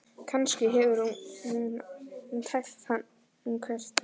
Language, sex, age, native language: Icelandic, male, 11, Icelandic